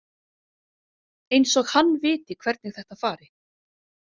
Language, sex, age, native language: Icelandic, female, 40-49, Icelandic